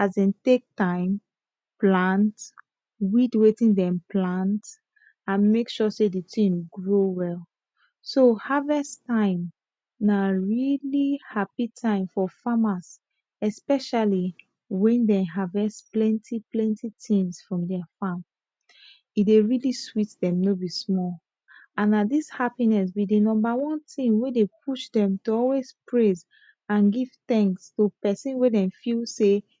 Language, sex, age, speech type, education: Nigerian Pidgin, female, 15-29, spontaneous, tertiary